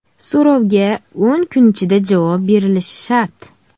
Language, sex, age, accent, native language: Uzbek, female, 19-29, Farg'ona, Uzbek